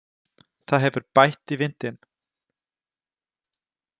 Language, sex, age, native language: Icelandic, male, 20-29, German